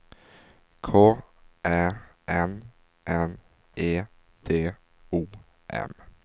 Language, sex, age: Swedish, male, 19